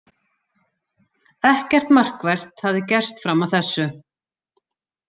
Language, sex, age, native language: Icelandic, female, 40-49, Icelandic